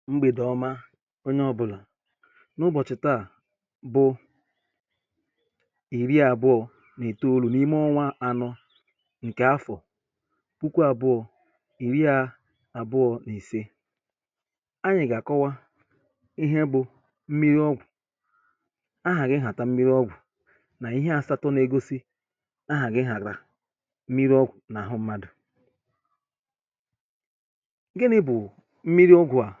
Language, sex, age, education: Igbo, male, 30-45, tertiary